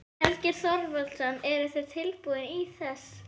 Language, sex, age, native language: Icelandic, female, 11, Icelandic